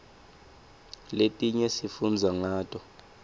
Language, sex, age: Swati, male, 20